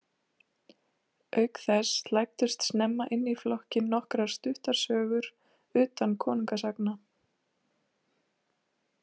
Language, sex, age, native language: Icelandic, female, 30-39, Icelandic